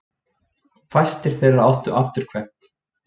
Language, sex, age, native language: Icelandic, male, 20-29, Icelandic